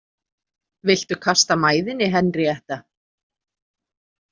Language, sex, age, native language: Icelandic, female, 30-39, Icelandic